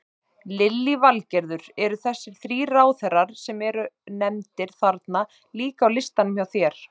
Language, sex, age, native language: Icelandic, male, 30-39, Icelandic